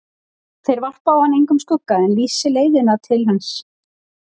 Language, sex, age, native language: Icelandic, female, 40-49, Icelandic